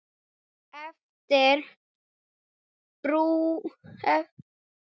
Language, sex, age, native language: Icelandic, female, 8, Icelandic